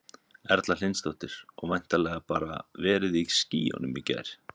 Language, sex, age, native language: Icelandic, male, 30-39, Icelandic